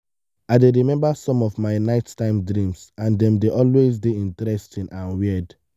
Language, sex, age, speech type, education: Nigerian Pidgin, male, 15-29, spontaneous, tertiary